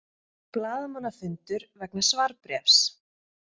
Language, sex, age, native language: Icelandic, female, 20-29, Icelandic